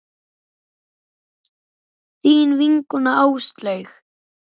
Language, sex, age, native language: Icelandic, male, 9, Icelandic